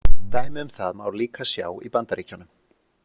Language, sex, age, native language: Icelandic, male, 40-49, Icelandic